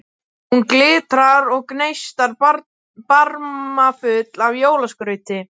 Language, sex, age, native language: Icelandic, male, 12, Icelandic